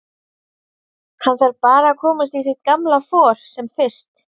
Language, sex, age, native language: Icelandic, female, 30-39, Icelandic